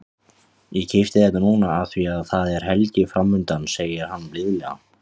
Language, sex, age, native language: Icelandic, male, 18-19, Icelandic